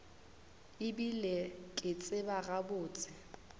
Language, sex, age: Northern Sotho, female, 21